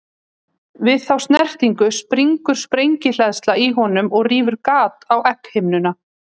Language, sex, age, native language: Icelandic, female, 30-39, Icelandic